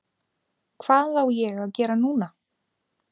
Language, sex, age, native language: Icelandic, female, 30-39, Icelandic